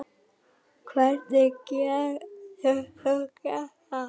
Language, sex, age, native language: Icelandic, female, 9, Icelandic